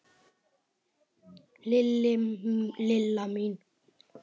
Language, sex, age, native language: Icelandic, male, 7, Icelandic